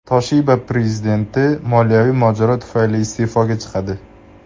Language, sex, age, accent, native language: Uzbek, male, 18-24, Andijon, Uzbek